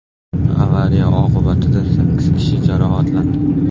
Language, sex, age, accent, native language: Uzbek, male, 18-24, Namangan, Uzbek